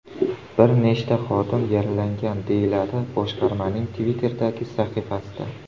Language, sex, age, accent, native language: Uzbek, male, 25-34, Surxondaryo, Uzbek